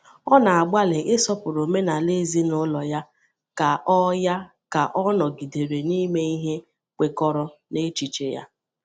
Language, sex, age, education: Igbo, female, 30-45, tertiary